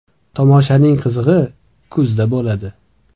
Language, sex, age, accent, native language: Uzbek, male, 25-34, Toshkent viloyati, Uzbek